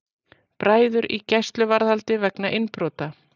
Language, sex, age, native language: Icelandic, female, 40-49, Icelandic